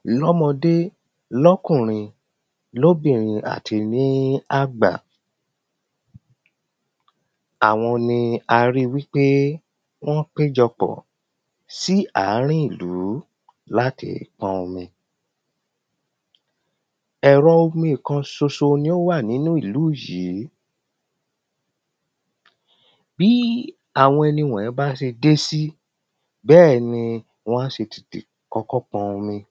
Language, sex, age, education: Yoruba, male, 30-45, primary